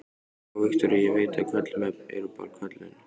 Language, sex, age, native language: Icelandic, male, 15, Icelandic